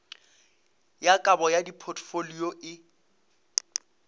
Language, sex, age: Northern Sotho, male, 22